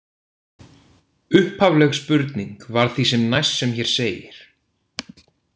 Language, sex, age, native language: Icelandic, male, 18-19, Icelandic